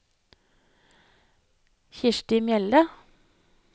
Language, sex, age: Norwegian, female, 30